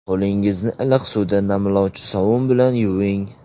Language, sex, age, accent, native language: Uzbek, male, 18-24, Surxondaryo, Uzbek